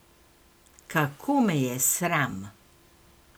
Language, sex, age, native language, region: Slovenian, female, 60+, Slovenian, Gorenjska region